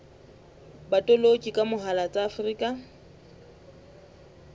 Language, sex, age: Southern Sotho, female, 20